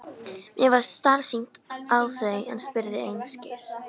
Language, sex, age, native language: Icelandic, female, 13, Icelandic